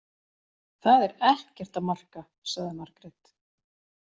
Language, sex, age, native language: Icelandic, female, 40-49, Icelandic